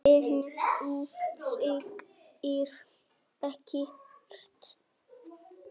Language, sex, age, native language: Icelandic, male, 9, Icelandic